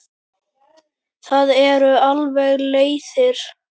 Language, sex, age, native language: Icelandic, male, 9, Icelandic